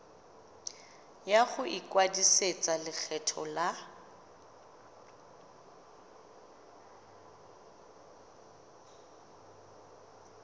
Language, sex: Tswana, female